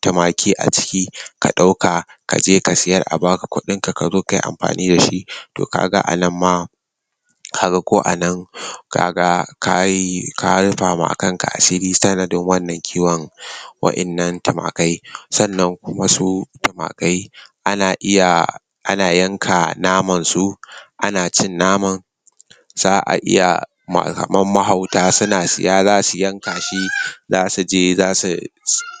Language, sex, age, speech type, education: Hausa, male, 15-29, spontaneous, tertiary